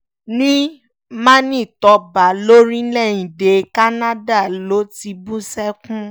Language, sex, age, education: Yoruba, female, 15-29, tertiary